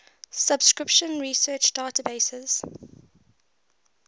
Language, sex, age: English, female, 19